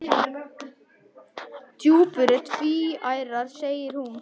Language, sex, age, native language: Icelandic, male, 10, Icelandic